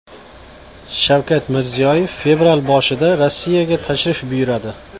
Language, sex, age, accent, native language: Uzbek, male, 35+, Qashqadaryo, Uzbek